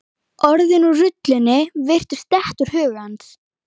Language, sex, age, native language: Icelandic, female, 11, Icelandic